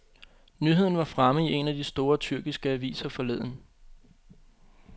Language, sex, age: Danish, male, 25